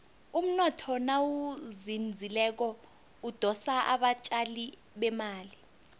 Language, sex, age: South Ndebele, female, 21